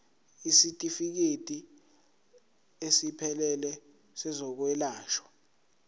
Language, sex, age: Zulu, male, 17